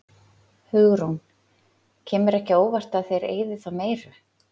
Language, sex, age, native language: Icelandic, female, 40-49, Icelandic